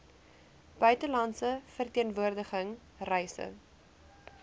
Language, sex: Afrikaans, female